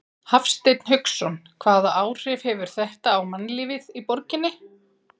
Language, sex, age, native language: Icelandic, female, 40-49, Icelandic